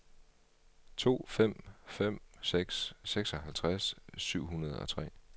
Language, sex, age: Danish, male, 38